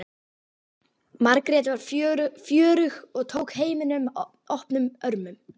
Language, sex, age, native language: Icelandic, female, 12, Icelandic